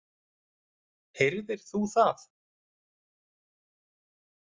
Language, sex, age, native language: Icelandic, male, 30-39, Icelandic